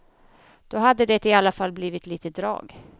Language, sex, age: Swedish, female, 31